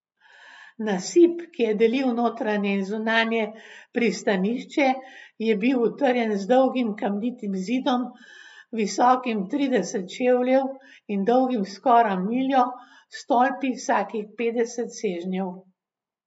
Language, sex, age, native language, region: Slovenian, female, 60+, Slovenian, Gorenjska region